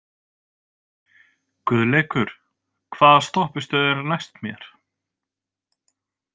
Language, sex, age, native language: Icelandic, male, 20-29, Icelandic